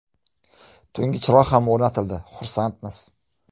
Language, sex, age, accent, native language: Uzbek, male, 25-34, Jizzax, Uzbek